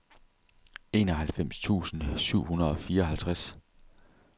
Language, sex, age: Danish, male, 30